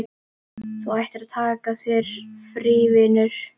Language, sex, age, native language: Icelandic, female, 12, Icelandic